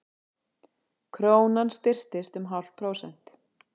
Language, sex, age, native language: Icelandic, female, 40-49, Icelandic